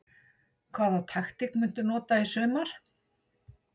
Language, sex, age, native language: Icelandic, female, 60-69, Icelandic